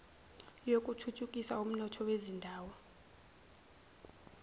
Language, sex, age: Zulu, female, 17